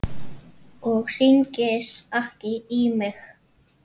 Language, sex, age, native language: Icelandic, female, 7, Icelandic